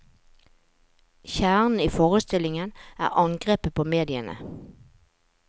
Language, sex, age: Norwegian, female, 45